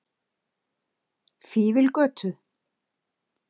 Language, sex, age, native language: Icelandic, female, 60-69, Icelandic